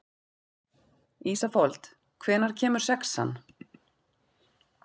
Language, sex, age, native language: Icelandic, female, 40-49, Icelandic